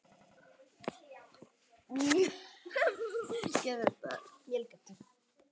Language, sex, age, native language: Icelandic, female, 18-19, Icelandic